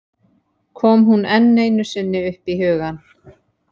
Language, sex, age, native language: Icelandic, female, 30-39, Icelandic